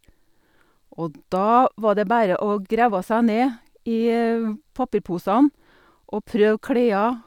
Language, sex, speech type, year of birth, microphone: Norwegian, female, spontaneous, 1962, Sennheiser